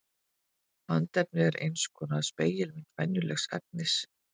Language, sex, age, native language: Icelandic, female, 50-59, Icelandic